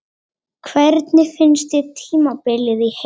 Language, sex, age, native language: Icelandic, female, 18-19, Icelandic